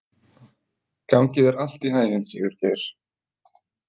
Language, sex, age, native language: Icelandic, male, 20-29, Icelandic